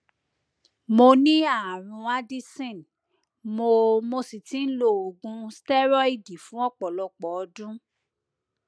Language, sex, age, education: Yoruba, female, 30-45, tertiary